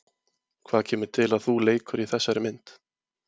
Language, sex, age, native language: Icelandic, male, 20-29, Icelandic